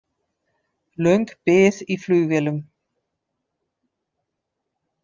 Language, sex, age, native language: Icelandic, female, 50-59, Dutch